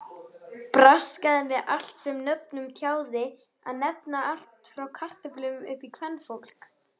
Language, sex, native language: Icelandic, female, Icelandic